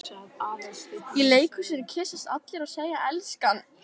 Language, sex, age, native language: Icelandic, female, 11, Icelandic